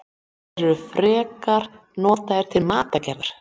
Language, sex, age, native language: Icelandic, female, 40-49, Icelandic